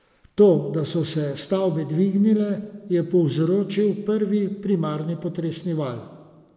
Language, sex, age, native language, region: Slovenian, male, 50-59, Slovenian, Savinja region